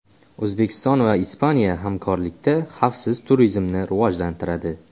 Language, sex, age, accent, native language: Uzbek, male, 18-24, Xorazm, Uzbek